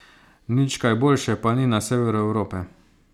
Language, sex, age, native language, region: Slovenian, male, 30-49, Slovenian, Savinja region